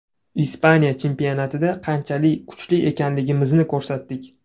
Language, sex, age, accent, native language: Uzbek, male, 18-24, Toshkent shahri, Uzbek